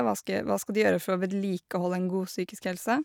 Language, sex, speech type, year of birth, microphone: Norwegian, female, spontaneous, 1986, Shure